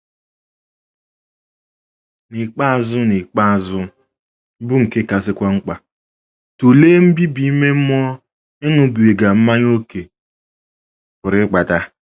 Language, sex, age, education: Igbo, male, 15-29, secondary